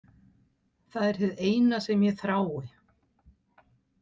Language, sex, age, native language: Icelandic, female, 60-69, Icelandic